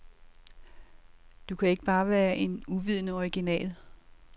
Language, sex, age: Danish, female, 67